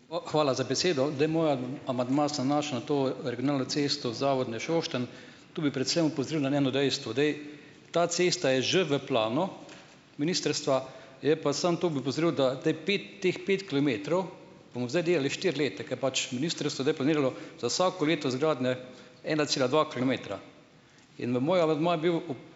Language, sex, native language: Slovenian, male, Slovenian